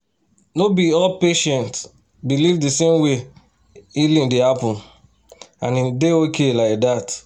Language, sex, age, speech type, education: Nigerian Pidgin, male, 30-45, spontaneous, tertiary